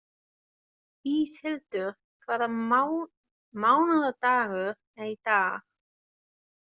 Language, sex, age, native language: Icelandic, female, 20-29, German